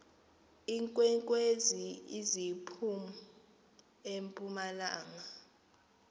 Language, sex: Xhosa, female